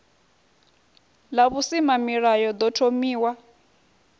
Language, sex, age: Venda, female, 21